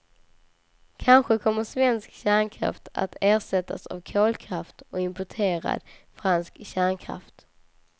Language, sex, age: Swedish, female, 19